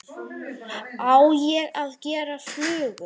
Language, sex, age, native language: Icelandic, male, 9, Icelandic